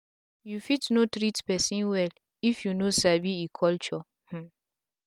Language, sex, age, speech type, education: Nigerian Pidgin, female, 15-29, spontaneous, tertiary